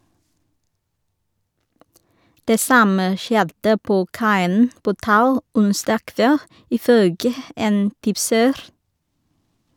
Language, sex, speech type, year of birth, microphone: Norwegian, female, read, 1983, Shure